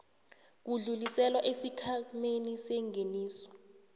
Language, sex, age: South Ndebele, female, 18